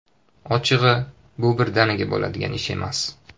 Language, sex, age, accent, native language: Uzbek, male, 18-24, Toshkent shahri, Uzbek